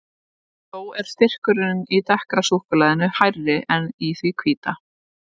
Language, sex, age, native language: Icelandic, female, 18-19, Icelandic